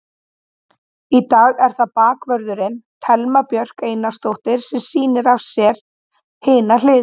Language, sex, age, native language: Icelandic, female, 30-39, Icelandic